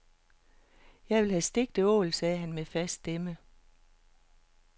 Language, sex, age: Danish, female, 48